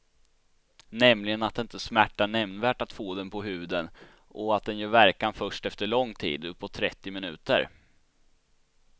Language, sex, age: Swedish, male, 16